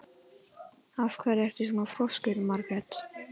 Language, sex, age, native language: Icelandic, male, 11, Icelandic